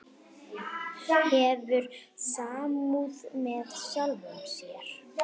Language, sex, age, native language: Icelandic, female, 9, Icelandic